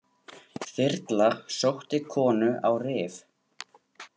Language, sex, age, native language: Icelandic, male, 18-19, Icelandic